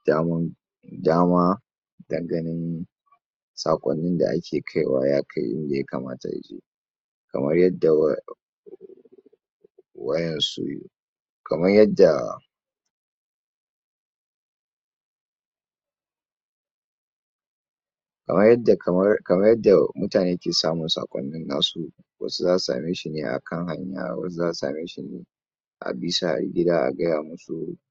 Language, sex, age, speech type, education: Hausa, male, 46-60, spontaneous, tertiary